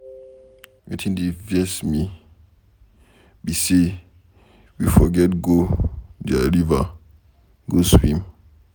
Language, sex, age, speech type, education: Nigerian Pidgin, male, 15-29, read, secondary